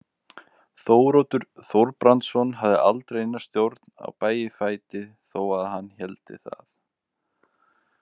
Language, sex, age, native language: Icelandic, male, 20-29, Icelandic